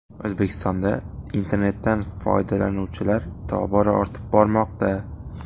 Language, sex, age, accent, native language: Uzbek, male, 18-24, Xorazm, Uzbek